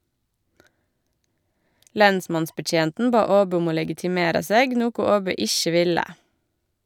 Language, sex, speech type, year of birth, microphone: Norwegian, female, read, 1982, Shure